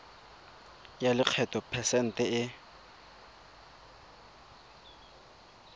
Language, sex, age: Tswana, male, 22